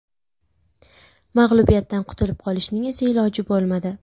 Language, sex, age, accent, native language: Uzbek, female, 18-24, Buxoro, Uzbek